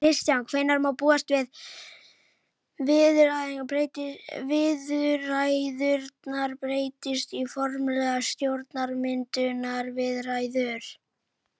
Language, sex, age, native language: Icelandic, female, 11, Icelandic